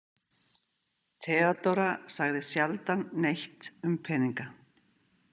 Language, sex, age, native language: Icelandic, female, 50-59, Icelandic